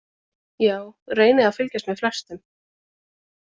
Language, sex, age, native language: Icelandic, female, 20-29, Icelandic